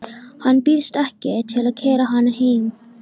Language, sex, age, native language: Icelandic, female, 13, Icelandic